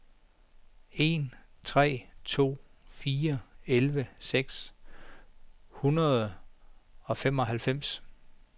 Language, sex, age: Danish, male, 49